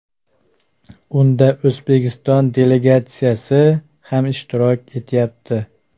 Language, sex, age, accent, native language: Uzbek, male, 25-34, Farg'ona, Uzbek